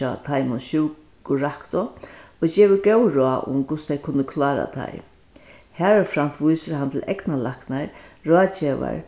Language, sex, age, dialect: Faroese, female, 61+, Vágar